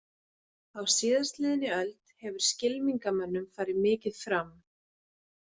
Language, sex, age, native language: Icelandic, female, 40-49, Icelandic